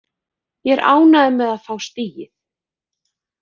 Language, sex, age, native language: Icelandic, female, 40-49, Icelandic